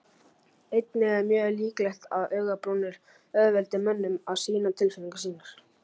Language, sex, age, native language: Icelandic, male, 40-49, Icelandic